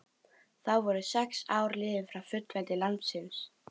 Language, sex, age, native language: Icelandic, female, 12, Icelandic